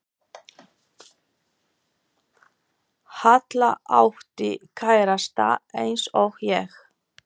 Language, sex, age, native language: Icelandic, female, 40-49, Polish